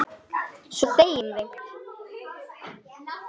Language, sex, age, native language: Icelandic, male, 8, Icelandic